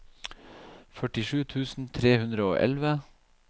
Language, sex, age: Norwegian, male, 37